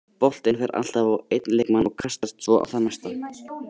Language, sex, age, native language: Icelandic, male, 80-89, Icelandic